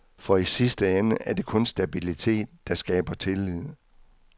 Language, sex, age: Danish, male, 66